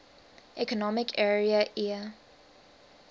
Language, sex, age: English, female, 19